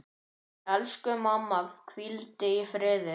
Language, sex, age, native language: Icelandic, male, 9, Icelandic